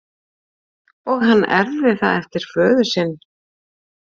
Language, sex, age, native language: Icelandic, female, 40-49, Icelandic